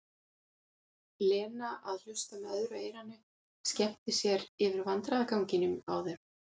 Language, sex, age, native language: Icelandic, female, 40-49, Icelandic